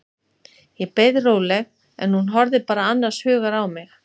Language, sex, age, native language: Icelandic, female, 50-59, Icelandic